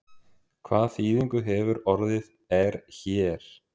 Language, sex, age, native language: Icelandic, male, 30-39, Icelandic